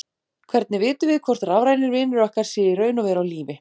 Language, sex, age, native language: Icelandic, female, 40-49, Icelandic